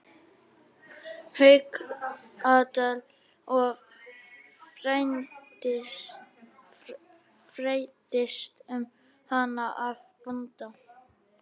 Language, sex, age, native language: Icelandic, male, 12, Icelandic